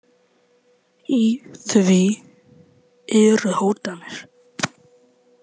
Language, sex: Icelandic, male